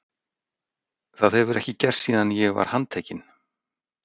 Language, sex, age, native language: Icelandic, male, 60-69, Icelandic